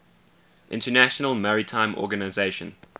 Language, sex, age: English, male, 20